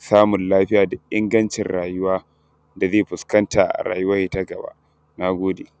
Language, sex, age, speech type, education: Hausa, male, 15-29, spontaneous, tertiary